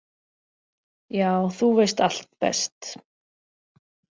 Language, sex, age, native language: Icelandic, female, 40-49, Icelandic